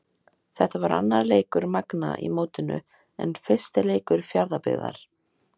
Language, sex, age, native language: Icelandic, female, 18-19, Icelandic